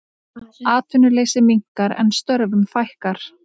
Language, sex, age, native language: Icelandic, female, 30-39, Icelandic